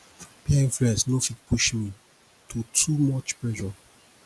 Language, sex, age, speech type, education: Nigerian Pidgin, male, 30-45, spontaneous, tertiary